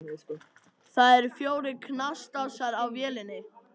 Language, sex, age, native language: Icelandic, male, 18-19, Icelandic